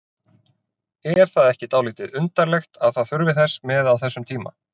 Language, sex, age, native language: Icelandic, male, 30-39, Icelandic